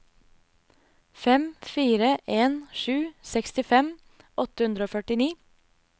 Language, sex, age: Norwegian, female, 24